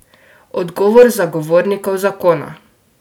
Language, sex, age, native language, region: Slovenian, female, 12-17, Slovenian, Drava region